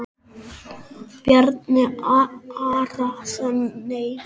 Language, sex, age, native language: Icelandic, male, 6, Icelandic